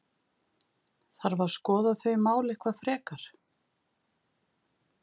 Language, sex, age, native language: Icelandic, female, 50-59, Icelandic